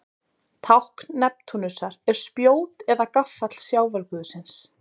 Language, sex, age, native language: Icelandic, female, 30-39, Icelandic